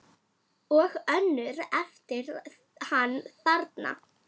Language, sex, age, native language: Icelandic, female, 10, Icelandic